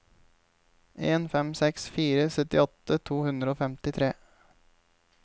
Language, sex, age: Norwegian, male, 28